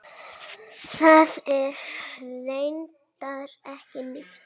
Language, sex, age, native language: Icelandic, female, 7, Icelandic